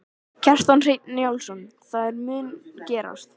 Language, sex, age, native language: Icelandic, male, 13, Icelandic